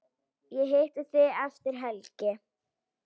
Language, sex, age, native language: Icelandic, female, 10, Icelandic